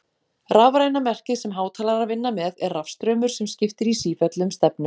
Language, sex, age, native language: Icelandic, female, 40-49, Icelandic